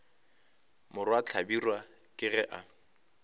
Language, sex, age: Northern Sotho, male, 25